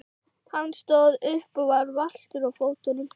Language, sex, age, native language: Icelandic, female, 12, Icelandic